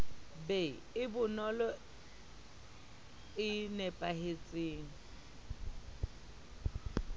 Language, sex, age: Southern Sotho, female, 30